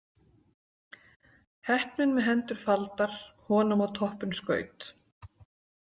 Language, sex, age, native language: Icelandic, female, 40-49, Icelandic